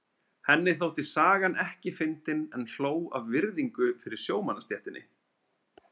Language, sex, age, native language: Icelandic, male, 30-39, Icelandic